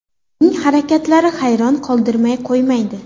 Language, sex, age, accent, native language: Uzbek, female, 18-24, Farg'ona, Uzbek